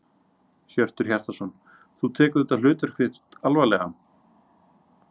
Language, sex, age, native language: Icelandic, male, 30-39, Icelandic